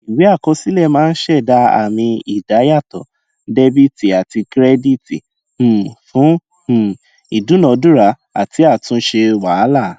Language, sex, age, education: Yoruba, male, 15-29, tertiary